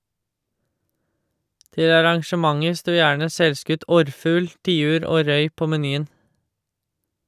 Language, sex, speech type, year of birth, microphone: Norwegian, male, read, 1986, Shure